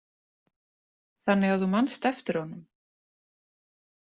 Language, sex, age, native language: Icelandic, female, 30-39, Icelandic